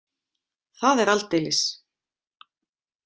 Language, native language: Icelandic, Icelandic